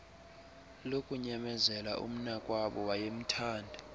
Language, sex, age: Xhosa, male, 20